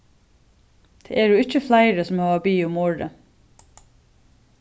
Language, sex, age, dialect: Faroese, female, 36-60, Suðurstreymoy